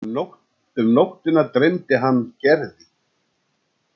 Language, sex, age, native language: Icelandic, male, 60-69, Icelandic